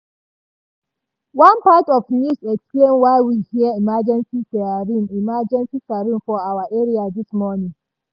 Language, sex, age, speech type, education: Nigerian Pidgin, female, 30-45, spontaneous, tertiary